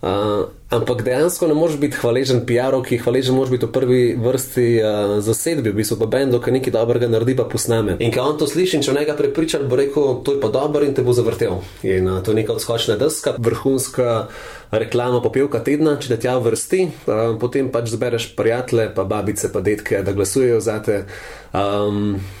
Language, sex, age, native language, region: Slovenian, male, 30-49, Slovenian, Central Slovenia